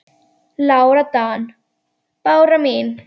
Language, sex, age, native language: Icelandic, female, 10, Icelandic